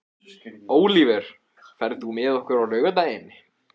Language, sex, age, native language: Icelandic, male, 14, Icelandic